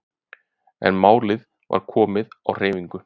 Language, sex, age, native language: Icelandic, male, 30-39, Icelandic